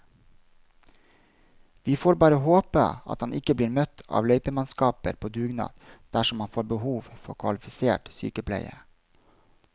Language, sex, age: Norwegian, male, 32